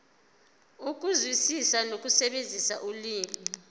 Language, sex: Zulu, female